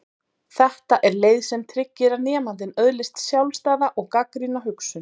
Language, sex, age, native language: Icelandic, female, 30-39, Icelandic